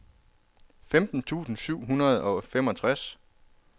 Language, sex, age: Danish, male, 33